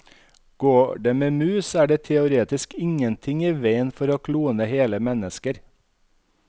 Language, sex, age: Norwegian, male, 51